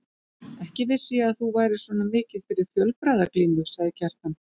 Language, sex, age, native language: Icelandic, female, 40-49, Icelandic